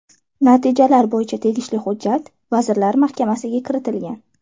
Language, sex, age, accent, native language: Uzbek, female, 18-24, Toshkent shahri, Uzbek